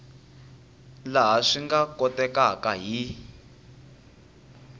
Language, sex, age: Tsonga, male, 19